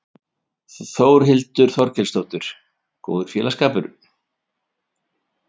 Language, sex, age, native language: Icelandic, male, 50-59, Icelandic